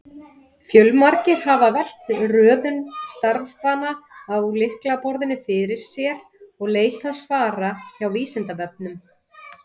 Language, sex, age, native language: Icelandic, female, 30-39, Icelandic